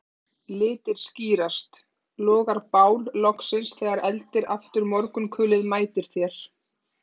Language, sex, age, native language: Icelandic, female, 30-39, Icelandic